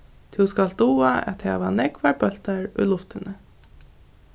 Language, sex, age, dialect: Faroese, female, 15-35, Norðuroyggjar